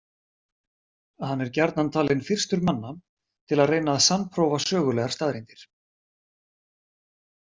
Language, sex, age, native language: Icelandic, male, 40-49, Icelandic